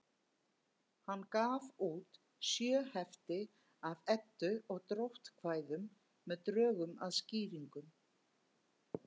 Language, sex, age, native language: Icelandic, female, 50-59, Icelandic